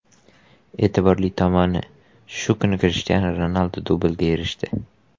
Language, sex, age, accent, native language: Uzbek, male, 18-24, Qashqadaryo, Uzbek